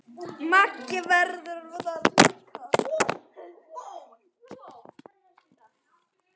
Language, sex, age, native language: Icelandic, male, 9, Icelandic